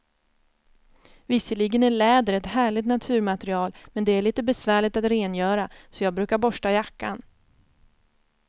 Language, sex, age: Swedish, female, 29